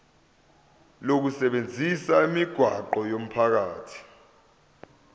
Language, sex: Zulu, male